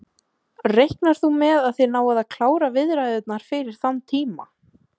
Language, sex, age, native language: Icelandic, female, 20-29, Icelandic